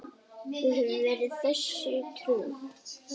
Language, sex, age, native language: Icelandic, male, 9, Icelandic